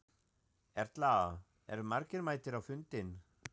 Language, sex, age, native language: Icelandic, male, 40-49, German